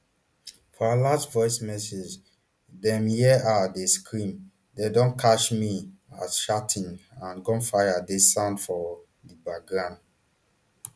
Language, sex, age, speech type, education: Nigerian Pidgin, male, 30-45, spontaneous, tertiary